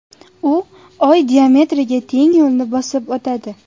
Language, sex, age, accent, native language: Uzbek, female, under 19, Jizzax, Uzbek